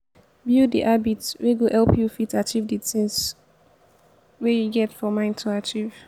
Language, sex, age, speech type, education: Nigerian Pidgin, female, 15-29, spontaneous, tertiary